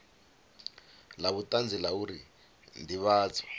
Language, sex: Venda, male